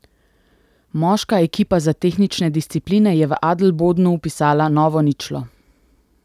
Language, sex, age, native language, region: Slovenian, female, 18-29, Slovenian, Central Slovenia